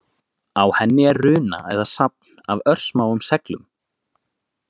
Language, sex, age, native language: Icelandic, male, 20-29, Icelandic